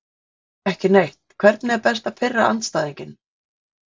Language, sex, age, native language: Icelandic, female, 40-49, Icelandic